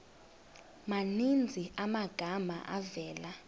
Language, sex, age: Xhosa, female, 22